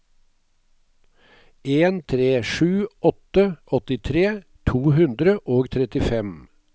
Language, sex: Norwegian, male